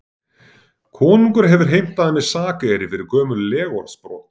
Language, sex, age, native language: Icelandic, male, 40-49, Icelandic